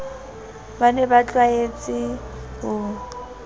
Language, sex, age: Southern Sotho, female, 20